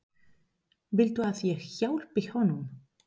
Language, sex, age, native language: Icelandic, female, 30-39, Spanish